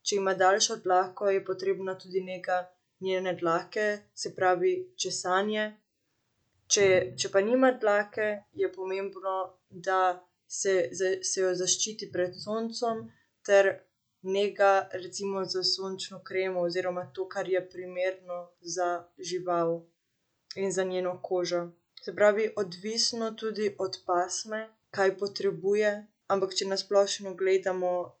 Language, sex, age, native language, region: Slovenian, female, 18-29, Slovenian, Central Slovenia